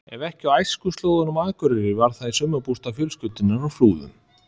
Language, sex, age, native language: Icelandic, male, 30-39, Icelandic